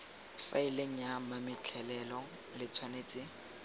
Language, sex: Tswana, male